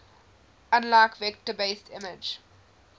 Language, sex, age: English, female, 20